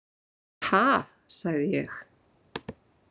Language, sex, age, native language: Icelandic, female, 30-39, Icelandic